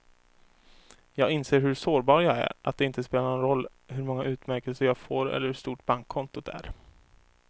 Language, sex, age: Swedish, male, 24